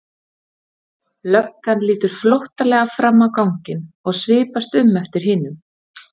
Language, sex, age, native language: Icelandic, female, 30-39, Icelandic